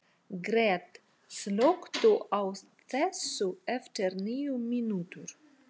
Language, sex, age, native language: Icelandic, female, 40-49, Russian